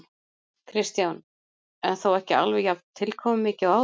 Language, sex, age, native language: Icelandic, female, 40-49, Icelandic